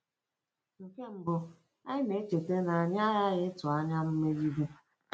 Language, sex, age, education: Igbo, female, 30-45, tertiary